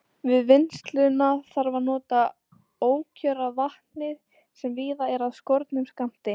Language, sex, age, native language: Icelandic, female, 18-19, Icelandic